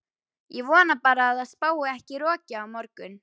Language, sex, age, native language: Icelandic, female, 11, Icelandic